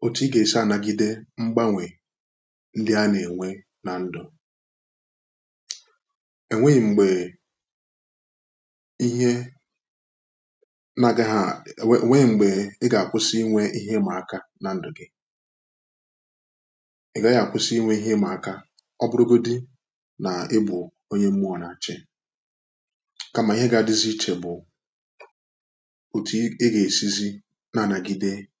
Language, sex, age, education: Igbo, male, 15-29, tertiary